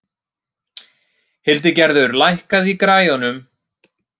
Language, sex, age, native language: Icelandic, male, 30-39, Icelandic